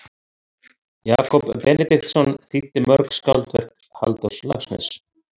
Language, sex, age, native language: Icelandic, male, 30-39, Icelandic